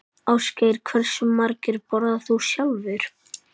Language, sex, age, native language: Icelandic, male, 9, Icelandic